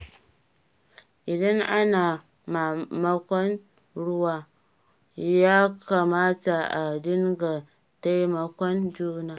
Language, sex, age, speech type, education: Hausa, female, 30-45, read, primary